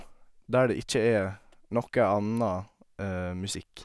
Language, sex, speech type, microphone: Norwegian, male, spontaneous, Sennheiser